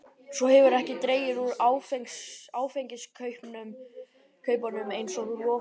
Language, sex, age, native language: Icelandic, male, 12, Icelandic